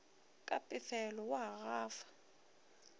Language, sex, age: Northern Sotho, female, 23